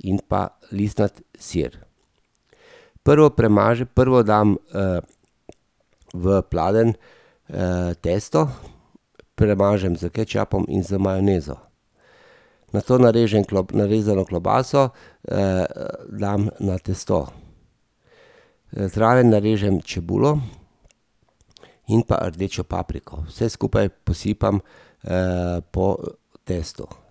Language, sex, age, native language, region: Slovenian, male, 50-59, Slovenian, Drava region